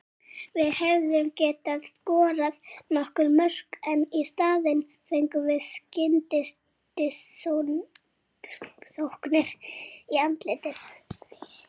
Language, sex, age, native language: Icelandic, female, 40-49, Icelandic